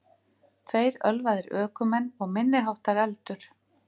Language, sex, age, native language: Icelandic, female, 50-59, Icelandic